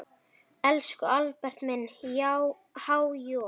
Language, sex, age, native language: Icelandic, female, 9, Icelandic